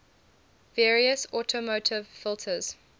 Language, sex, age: English, female, 20